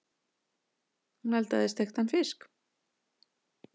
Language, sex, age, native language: Icelandic, female, 50-59, Icelandic